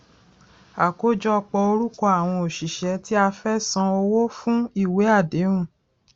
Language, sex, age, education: Yoruba, female, 46-60, tertiary